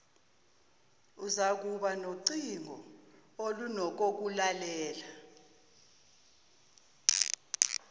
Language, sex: Zulu, female